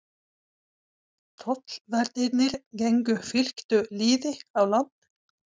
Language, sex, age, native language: Icelandic, female, 40-49, Swedish